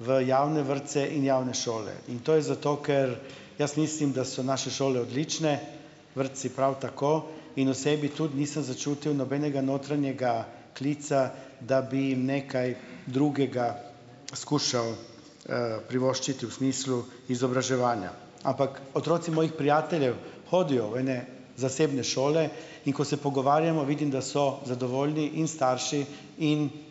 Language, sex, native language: Slovenian, male, Slovenian